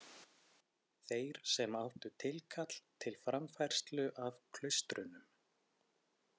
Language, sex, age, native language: Icelandic, male, 20-29, Icelandic